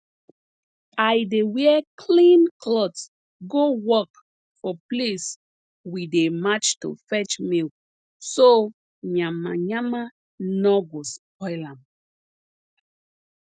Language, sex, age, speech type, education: Nigerian Pidgin, female, 30-45, spontaneous, tertiary